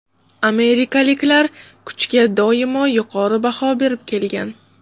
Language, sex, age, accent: Uzbek, female, 35+, Toshkent shahri